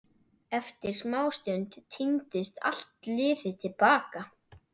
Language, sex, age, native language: Icelandic, male, 12, Icelandic